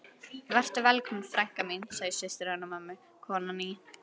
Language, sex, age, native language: Icelandic, female, 11, Icelandic